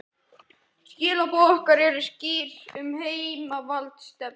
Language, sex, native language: Icelandic, male, Icelandic